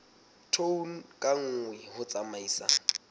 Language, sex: Southern Sotho, male